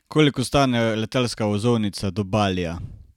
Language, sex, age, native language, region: Slovenian, male, 18-29, Slovenian, Carinthia region